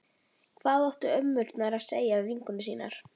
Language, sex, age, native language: Icelandic, female, 12, Icelandic